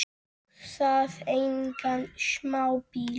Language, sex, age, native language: Icelandic, male, 7, Icelandic